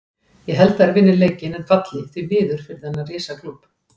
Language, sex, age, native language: Icelandic, female, 40-49, Icelandic